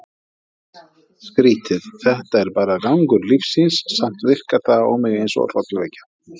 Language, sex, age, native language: Icelandic, male, 40-49, Icelandic